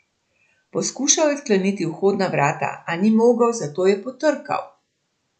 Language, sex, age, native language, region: Slovenian, female, 60+, Slovenian, Central Slovenia